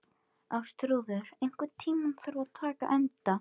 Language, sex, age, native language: Icelandic, female, 12, Icelandic